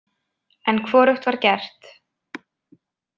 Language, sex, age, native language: Icelandic, female, 20-29, Icelandic